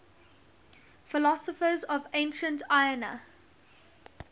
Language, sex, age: English, female, 19